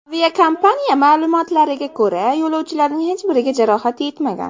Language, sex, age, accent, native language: Uzbek, female, under 19, Namangan, Uzbek